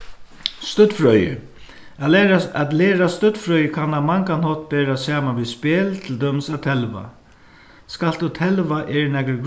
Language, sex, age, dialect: Faroese, male, 61+, Suðuroy